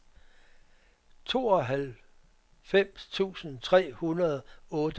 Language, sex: Danish, male